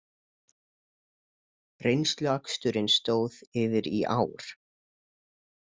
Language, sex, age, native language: Icelandic, male, 20-29, Icelandic